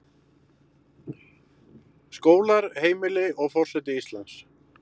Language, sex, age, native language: Icelandic, male, 60-69, Icelandic